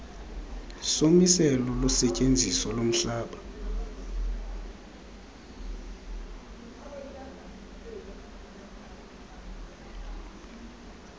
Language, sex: Xhosa, female